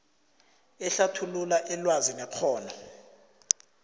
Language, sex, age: South Ndebele, male, 20